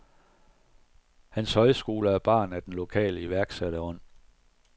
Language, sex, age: Danish, male, 41